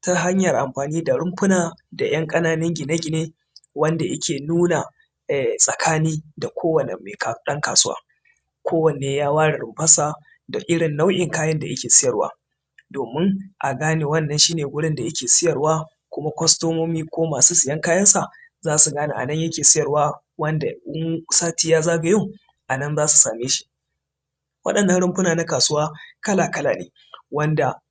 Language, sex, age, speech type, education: Hausa, male, 30-45, spontaneous, tertiary